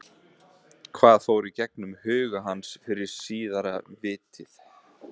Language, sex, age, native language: Icelandic, male, 20-29, Icelandic